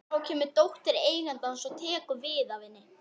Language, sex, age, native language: Icelandic, female, 11, Icelandic